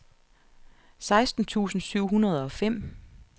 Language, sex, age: Danish, female, 47